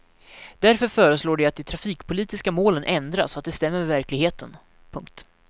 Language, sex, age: Swedish, male, 19